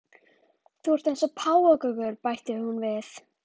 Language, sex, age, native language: Icelandic, female, 11, Icelandic